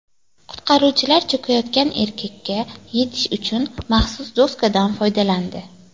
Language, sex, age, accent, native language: Uzbek, female, 18-24, Toshkent viloyati, Uzbek